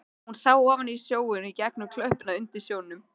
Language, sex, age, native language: Icelandic, male, 13, Icelandic